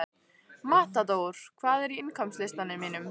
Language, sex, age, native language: Icelandic, female, 15, Icelandic